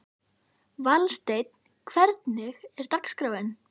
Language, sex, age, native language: Icelandic, female, 11, Icelandic